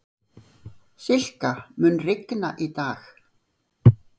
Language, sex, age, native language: Icelandic, female, 60-69, Icelandic